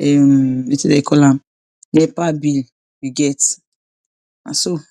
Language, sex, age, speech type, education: Nigerian Pidgin, female, 46-60, spontaneous, tertiary